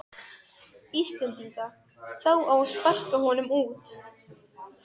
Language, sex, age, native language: Icelandic, female, 12, Serbo-Croatian